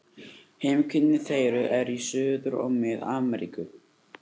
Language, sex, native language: Icelandic, male, Icelandic